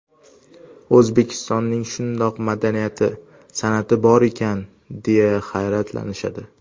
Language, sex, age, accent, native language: Uzbek, male, under 19, Toshkent shahri, Uzbek